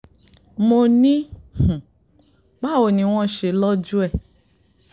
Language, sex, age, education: Yoruba, female, 30-45, tertiary